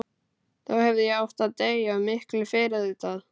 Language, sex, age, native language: Icelandic, male, 12, Icelandic